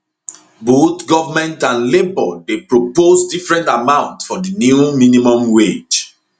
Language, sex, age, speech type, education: Nigerian Pidgin, male, 30-45, spontaneous, tertiary